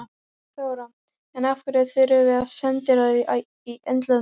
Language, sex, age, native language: Icelandic, female, 12, Icelandic